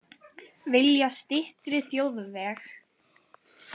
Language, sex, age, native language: Icelandic, other, 20-29, Icelandic